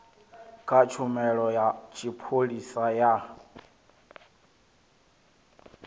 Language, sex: Venda, male